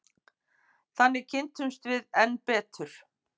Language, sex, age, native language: Icelandic, female, 50-59, Icelandic